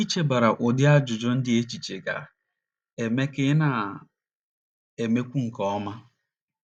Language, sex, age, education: Igbo, male, 30-45, tertiary